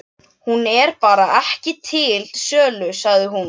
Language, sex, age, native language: Icelandic, other, 12, Icelandic